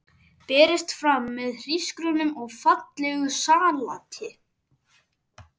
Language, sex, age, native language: Icelandic, male, 11, Icelandic